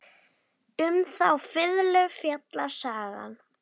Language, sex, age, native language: Icelandic, female, 10, Icelandic